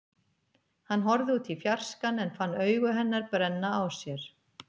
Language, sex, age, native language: Icelandic, female, 50-59, Icelandic